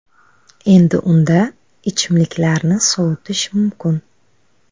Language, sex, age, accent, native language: Uzbek, female, 19-29, Buxoro, Uzbek